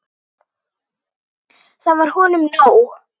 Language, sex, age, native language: Icelandic, female, 9, Icelandic